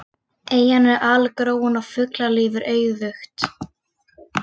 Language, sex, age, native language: Icelandic, female, 40-49, Icelandic